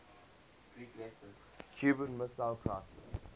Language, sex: English, male